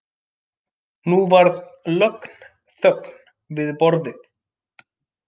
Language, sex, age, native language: Icelandic, male, 30-39, Icelandic